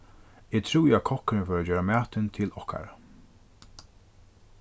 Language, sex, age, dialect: Faroese, male, 36-60, Norðurstreymoy/Eysturoy